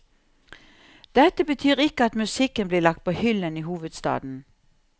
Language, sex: Norwegian, female